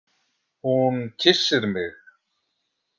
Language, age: Icelandic, 50-59